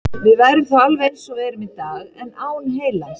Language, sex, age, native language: Icelandic, female, 30-39, Icelandic